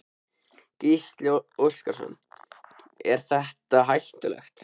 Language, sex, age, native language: Icelandic, male, 13, Icelandic